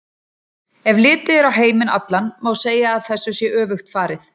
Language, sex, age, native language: Icelandic, female, 40-49, Icelandic